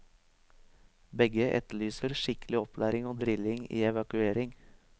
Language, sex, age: Norwegian, male, 23